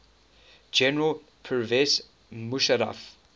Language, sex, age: English, male, 19